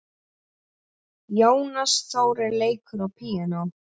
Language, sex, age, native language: Icelandic, male, 8, Icelandic